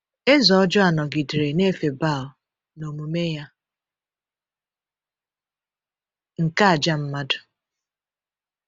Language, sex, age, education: Igbo, female, 15-29, tertiary